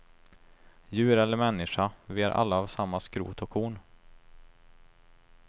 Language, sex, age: Swedish, male, 23